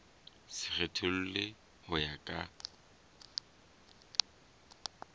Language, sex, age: Southern Sotho, male, 20